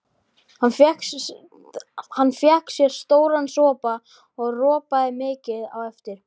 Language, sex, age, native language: Icelandic, male, 12, Icelandic